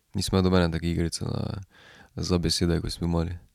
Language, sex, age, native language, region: Slovenian, male, 18-29, Slovenian, Drava region